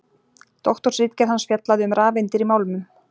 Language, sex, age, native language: Icelandic, female, 40-49, Icelandic